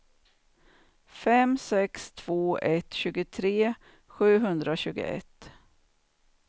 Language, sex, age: Swedish, female, 49